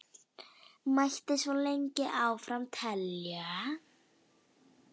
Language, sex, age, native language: Icelandic, female, 9, Icelandic